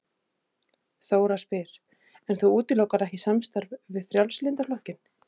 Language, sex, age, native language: Icelandic, female, 30-39, Icelandic